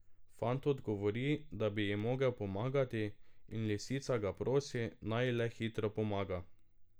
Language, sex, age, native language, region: Slovenian, male, 18-29, Slovenian, Drava region